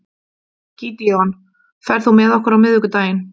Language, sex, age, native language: Icelandic, female, 40-49, Icelandic